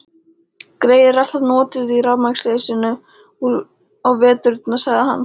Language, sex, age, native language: Icelandic, female, 13, Icelandic